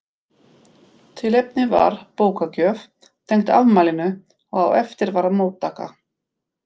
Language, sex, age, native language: Icelandic, female, 50-59, Polish